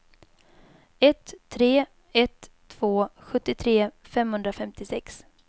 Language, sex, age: Swedish, female, 22